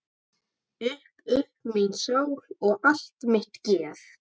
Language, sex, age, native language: Icelandic, male, 12, Icelandic